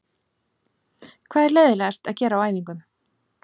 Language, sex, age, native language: Icelandic, female, 40-49, Icelandic